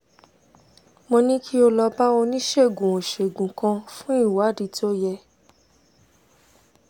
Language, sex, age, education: Yoruba, female, 15-29, tertiary